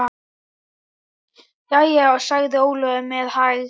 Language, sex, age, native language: Icelandic, male, 10, Icelandic